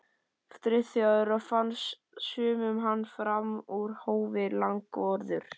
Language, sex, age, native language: Icelandic, male, 11, Icelandic